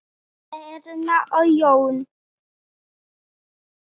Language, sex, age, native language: Icelandic, male, 8, Icelandic